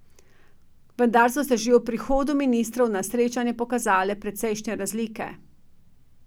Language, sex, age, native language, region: Slovenian, female, 50-59, Slovenian, Drava region